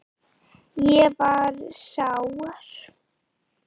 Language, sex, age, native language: Icelandic, female, 9, Icelandic